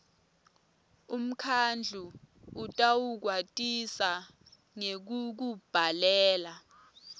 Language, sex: Swati, female